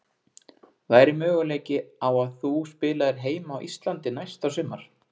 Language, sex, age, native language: Icelandic, male, 20-29, Icelandic